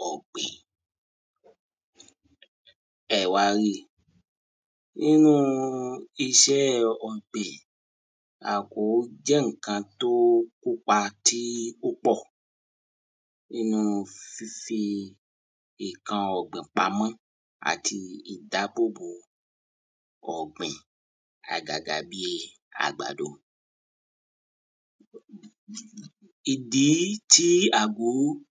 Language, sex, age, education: Yoruba, male, 30-45, tertiary